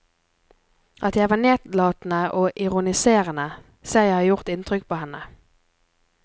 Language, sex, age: Norwegian, female, 24